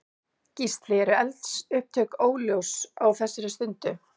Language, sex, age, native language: Icelandic, female, 40-49, Icelandic